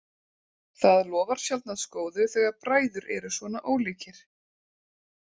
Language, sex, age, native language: Icelandic, female, 30-39, Icelandic